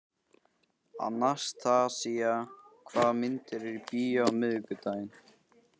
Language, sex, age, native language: Icelandic, male, 13, Icelandic